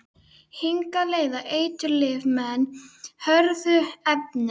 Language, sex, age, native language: Icelandic, female, 12, Icelandic